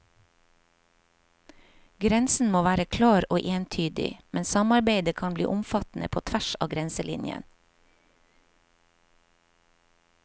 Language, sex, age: Norwegian, female, 50